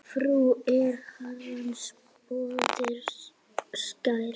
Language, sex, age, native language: Icelandic, female, 8, Icelandic